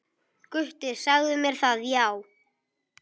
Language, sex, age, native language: Icelandic, male, 10, Icelandic